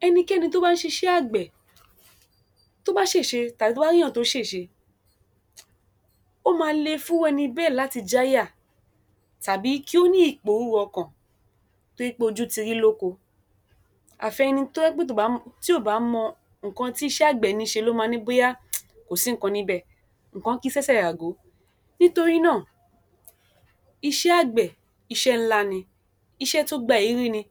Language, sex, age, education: Yoruba, female, 46-60, tertiary